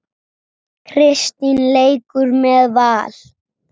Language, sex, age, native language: Icelandic, male, 7, Icelandic